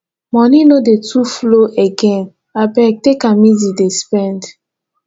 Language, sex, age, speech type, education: Nigerian Pidgin, female, 15-29, spontaneous, tertiary